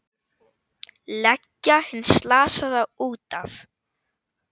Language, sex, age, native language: Icelandic, female, 8, Icelandic